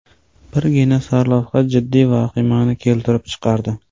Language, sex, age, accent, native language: Uzbek, male, 18-24, Surxondaryo, Uzbek